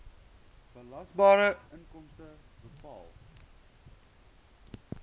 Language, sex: Afrikaans, male